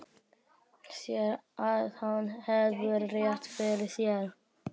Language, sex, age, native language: Icelandic, male, 12, Icelandic